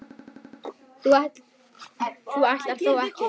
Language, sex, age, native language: Icelandic, female, 10, Icelandic